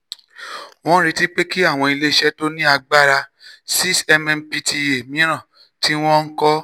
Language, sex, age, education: Yoruba, male, 30-45, tertiary